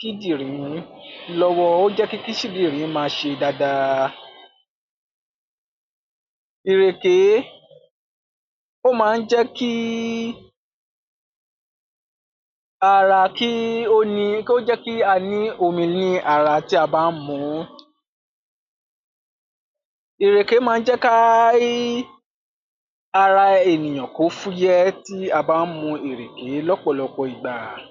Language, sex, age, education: Yoruba, male, 46-60, tertiary